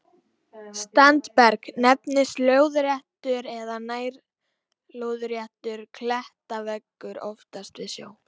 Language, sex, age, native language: Icelandic, female, 18-19, Icelandic